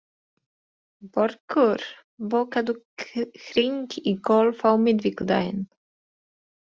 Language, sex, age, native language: Icelandic, female, 20-29, Polish